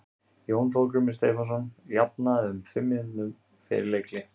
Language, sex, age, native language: Icelandic, male, 30-39, Icelandic